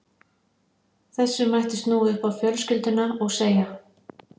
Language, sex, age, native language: Icelandic, female, 50-59, Icelandic